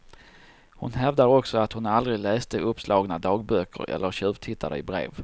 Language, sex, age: Swedish, male, 34